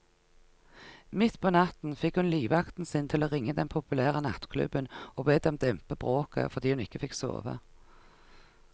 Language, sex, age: Norwegian, female, 49